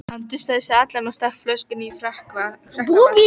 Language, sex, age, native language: Icelandic, female, 12, Icelandic